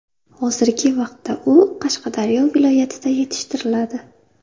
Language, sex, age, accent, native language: Uzbek, female, 25-34, Buxoro, Uzbek